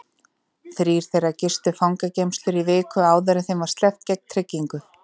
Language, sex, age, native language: Icelandic, female, 30-39, Icelandic